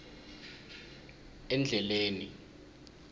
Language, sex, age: South Ndebele, male, 23